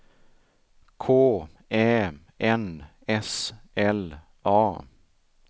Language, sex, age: Swedish, male, 33